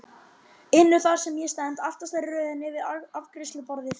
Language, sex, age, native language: Icelandic, male, 12, Icelandic